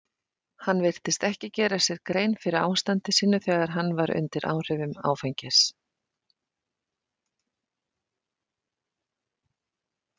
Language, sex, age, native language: Icelandic, female, 50-59, Icelandic